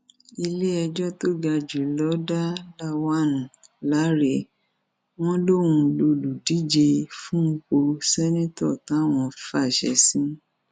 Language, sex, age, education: Yoruba, female, 46-60, tertiary